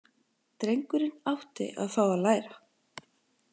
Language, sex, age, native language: Icelandic, female, 40-49, Icelandic